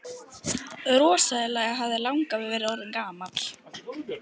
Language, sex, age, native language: Icelandic, female, 12, Icelandic